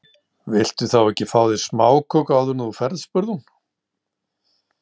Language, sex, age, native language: Icelandic, male, 60-69, Icelandic